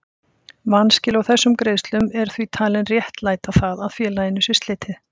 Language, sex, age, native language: Icelandic, female, 50-59, Icelandic